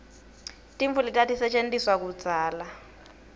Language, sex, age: Swati, female, 21